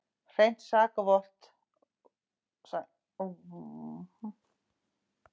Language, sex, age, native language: Icelandic, female, 50-59, Icelandic